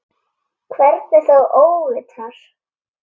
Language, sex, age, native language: Icelandic, female, 8, Icelandic